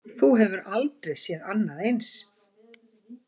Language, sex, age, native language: Icelandic, female, 50-59, Icelandic